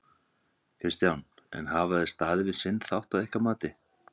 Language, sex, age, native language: Icelandic, male, 30-39, Icelandic